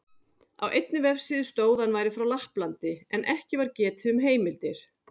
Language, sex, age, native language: Icelandic, female, 40-49, Icelandic